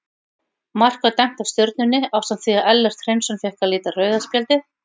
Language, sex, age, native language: Icelandic, female, 40-49, Icelandic